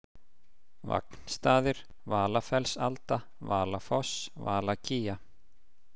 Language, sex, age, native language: Icelandic, male, 50-59, Icelandic